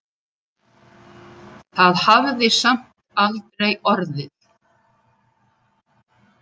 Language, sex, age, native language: Icelandic, female, 70-79, Icelandic